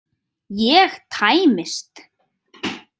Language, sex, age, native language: Icelandic, female, 30-39, Icelandic